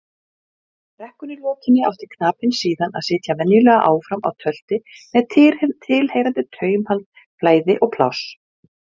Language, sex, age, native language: Icelandic, female, 40-49, Icelandic